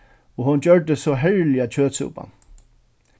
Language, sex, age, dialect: Faroese, male, 36-60, Suðurstreymoy